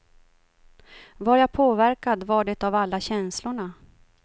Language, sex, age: Swedish, female, 52